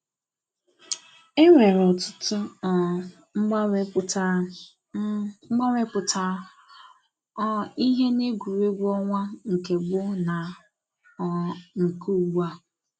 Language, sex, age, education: Igbo, female, 15-29, tertiary